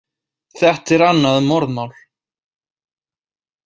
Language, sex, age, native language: Icelandic, male, 18-19, Icelandic